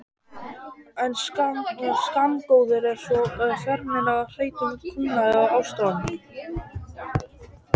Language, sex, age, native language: Icelandic, male, 12, Icelandic